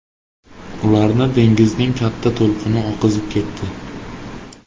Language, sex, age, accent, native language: Uzbek, male, 18-24, Samarqand, Uzbek